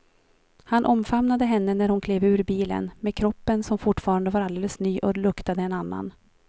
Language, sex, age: Swedish, female, 43